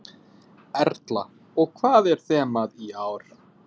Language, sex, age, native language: Icelandic, male, 20-29, English